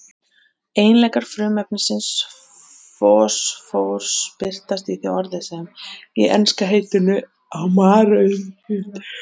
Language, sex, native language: Icelandic, male, Icelandic